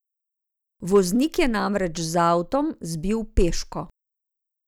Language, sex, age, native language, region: Slovenian, female, 50-59, Slovenian, Zasavska region